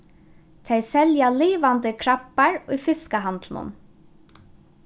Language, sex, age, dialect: Faroese, female, 15-35, Norðuroyggjar